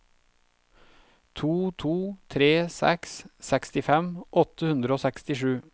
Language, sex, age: Norwegian, male, 32